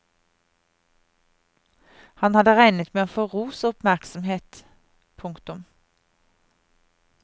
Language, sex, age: Norwegian, female, 50